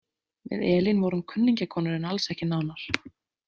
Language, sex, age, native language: Icelandic, female, 30-39, Icelandic